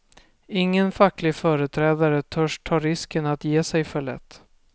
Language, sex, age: Swedish, male, 24